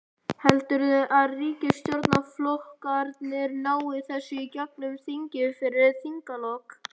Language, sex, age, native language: Icelandic, male, 11, Icelandic